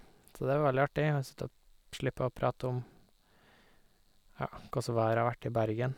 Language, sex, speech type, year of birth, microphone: Norwegian, male, spontaneous, 1988, Sennheiser